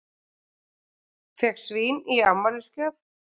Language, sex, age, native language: Icelandic, female, 40-49, Icelandic